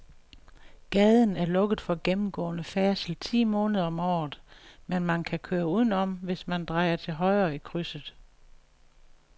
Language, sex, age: Danish, female, 61